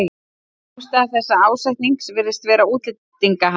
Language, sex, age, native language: Icelandic, male, 12, Icelandic